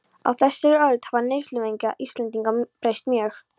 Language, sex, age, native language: Icelandic, female, 13, Polish